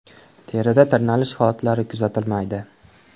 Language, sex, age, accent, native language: Uzbek, male, 18-24, Andijon, Uzbek